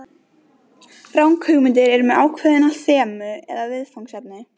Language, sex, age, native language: Icelandic, female, 20-29, Icelandic